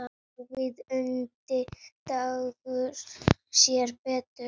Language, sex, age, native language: Icelandic, female, 7, Icelandic